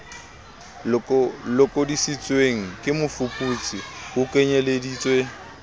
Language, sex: Southern Sotho, male